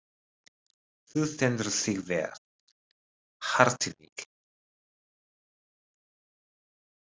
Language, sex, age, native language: Icelandic, male, 30-39, Japanese